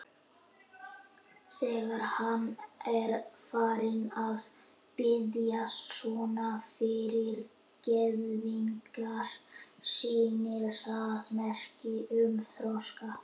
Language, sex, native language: Icelandic, male, Icelandic